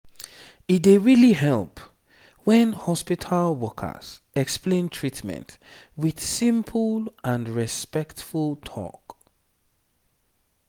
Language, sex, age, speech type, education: Nigerian Pidgin, male, 30-45, spontaneous, tertiary